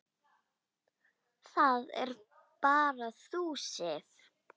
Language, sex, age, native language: Icelandic, female, 8, Icelandic